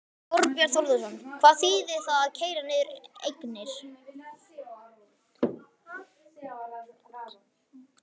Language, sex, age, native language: Icelandic, male, 11, Icelandic